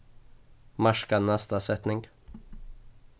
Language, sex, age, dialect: Faroese, male, 15-35, Suðurstreymoy